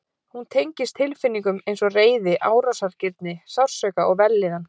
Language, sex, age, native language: Icelandic, female, 40-49, Icelandic